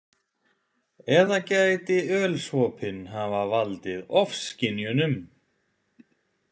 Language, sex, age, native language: Icelandic, male, 20-29, Icelandic